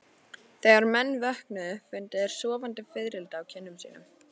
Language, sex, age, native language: Icelandic, female, 13, Icelandic